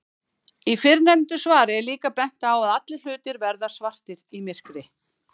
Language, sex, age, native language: Icelandic, female, 50-59, Icelandic